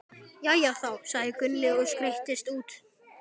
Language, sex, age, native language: Icelandic, male, 12, Icelandic